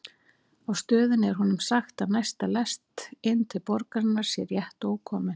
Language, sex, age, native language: Icelandic, female, 40-49, Icelandic